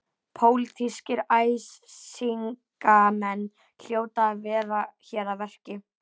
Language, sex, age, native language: Icelandic, female, 11, Icelandic